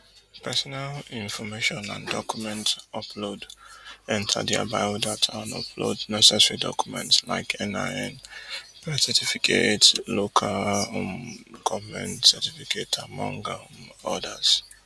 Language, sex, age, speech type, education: Nigerian Pidgin, male, 30-45, spontaneous, tertiary